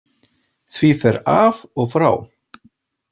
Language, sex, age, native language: Icelandic, male, 40-49, Icelandic